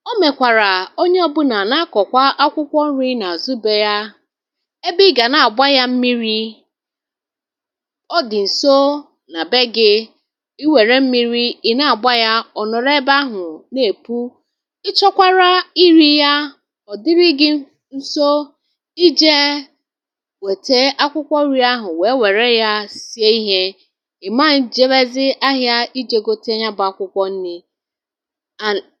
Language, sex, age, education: Igbo, female, 30-45, tertiary